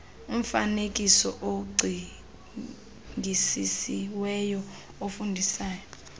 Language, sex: Xhosa, female